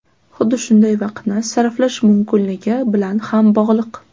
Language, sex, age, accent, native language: Uzbek, female, under 19, Toshkent shahri, Uzbek